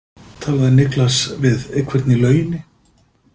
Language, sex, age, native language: Icelandic, male, 50-59, Icelandic